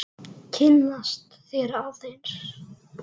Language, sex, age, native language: Icelandic, male, 8, Icelandic